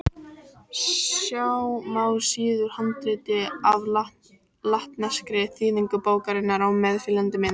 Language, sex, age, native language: Icelandic, female, 18-19, Icelandic